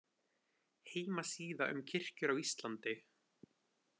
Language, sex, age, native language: Icelandic, male, 20-29, Icelandic